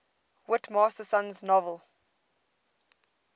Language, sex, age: English, female, 22